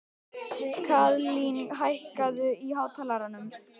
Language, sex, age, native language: Icelandic, male, 11, Icelandic